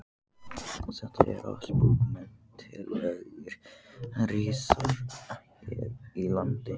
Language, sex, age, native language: Icelandic, male, 14, Icelandic